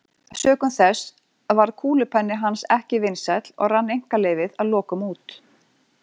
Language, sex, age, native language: Icelandic, female, 40-49, Icelandic